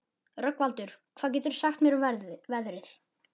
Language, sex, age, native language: Icelandic, male, 11, Icelandic